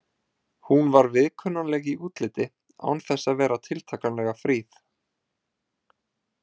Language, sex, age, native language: Icelandic, male, 20-29, Icelandic